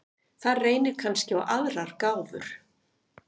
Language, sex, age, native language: Icelandic, female, 50-59, Icelandic